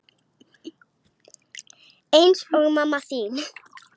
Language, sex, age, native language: Icelandic, male, 40-49, Icelandic